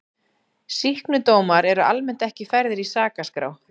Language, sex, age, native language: Icelandic, female, 40-49, Icelandic